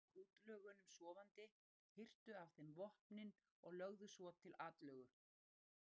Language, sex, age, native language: Icelandic, female, 60-69, Icelandic